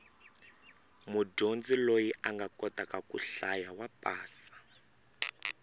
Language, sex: Tsonga, male